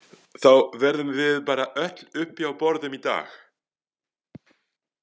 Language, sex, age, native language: Icelandic, male, 40-49, French